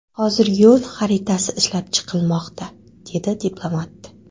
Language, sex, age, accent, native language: Uzbek, female, 18-24, Qoraqalpog'iston, Karakalpak